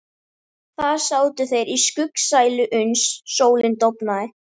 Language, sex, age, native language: Icelandic, female, 13, Icelandic